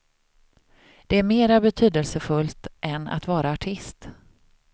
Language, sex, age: Swedish, female, 38